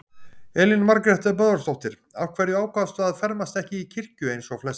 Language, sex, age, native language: Icelandic, male, 50-59, Icelandic